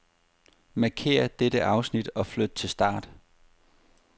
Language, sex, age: Danish, male, 30